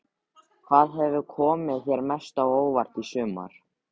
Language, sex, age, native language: Icelandic, male, 13, Icelandic